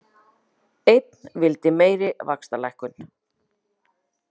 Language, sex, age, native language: Icelandic, female, 40-49, Icelandic